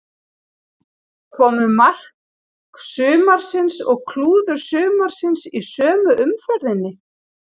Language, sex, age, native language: Icelandic, female, 40-49, Icelandic